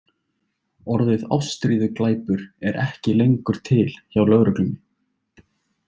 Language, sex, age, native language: Icelandic, male, 20-29, Icelandic